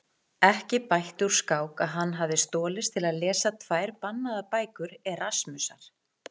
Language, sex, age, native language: Icelandic, female, 40-49, Icelandic